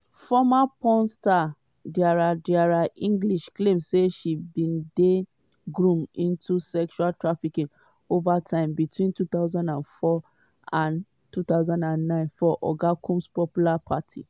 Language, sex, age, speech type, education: Nigerian Pidgin, female, 30-45, spontaneous, tertiary